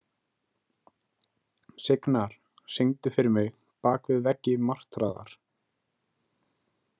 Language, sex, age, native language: Icelandic, male, 20-29, Icelandic